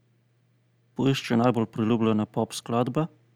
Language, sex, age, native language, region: Slovenian, male, 30-49, Slovenian, Central Slovenia